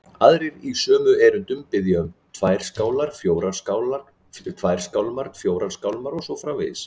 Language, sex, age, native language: Icelandic, male, 40-49, Icelandic